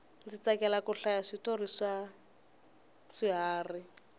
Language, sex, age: Tsonga, female, 20